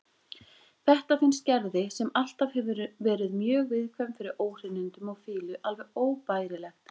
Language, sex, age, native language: Icelandic, female, 20-29, Icelandic